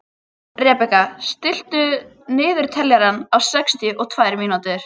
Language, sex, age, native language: Icelandic, female, 20-29, Icelandic